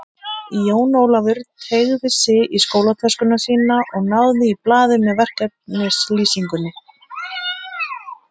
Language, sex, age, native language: Icelandic, female, 30-39, Icelandic